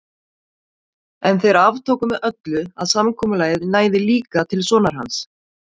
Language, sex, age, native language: Icelandic, female, 40-49, Icelandic